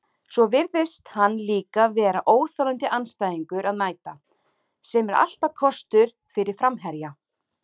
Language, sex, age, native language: Icelandic, female, 30-39, Icelandic